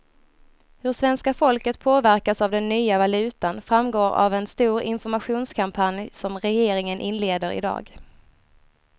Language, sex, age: Swedish, female, 23